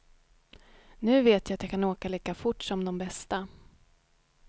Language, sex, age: Swedish, female, 31